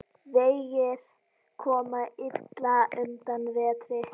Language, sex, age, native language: Icelandic, female, 10, Icelandic